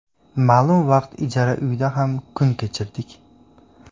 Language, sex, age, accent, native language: Uzbek, male, 18-24, Farg'ona, Uzbek